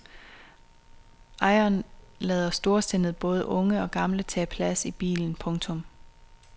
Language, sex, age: Danish, female, 26